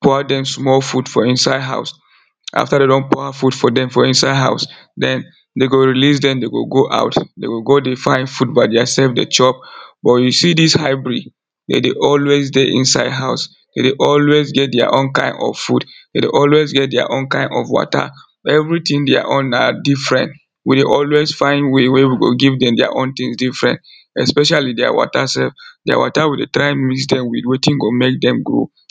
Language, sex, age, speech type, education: Nigerian Pidgin, male, 30-45, spontaneous, tertiary